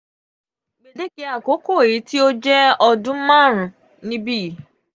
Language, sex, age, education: Yoruba, female, 15-29, tertiary